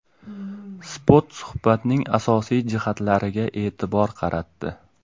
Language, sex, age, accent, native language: Uzbek, male, 18-24, Namangan, Uzbek